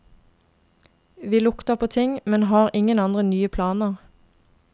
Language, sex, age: Norwegian, female, 22